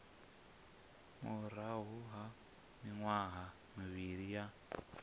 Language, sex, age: Venda, male, 27